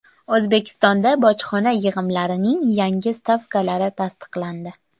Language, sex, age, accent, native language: Uzbek, female, 19-29, Toshkent viloyati, Uzbek